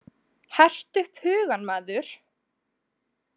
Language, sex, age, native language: Icelandic, female, 20-29, Icelandic